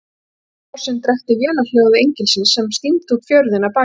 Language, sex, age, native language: Icelandic, female, 40-49, Icelandic